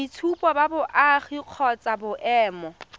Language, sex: Tswana, female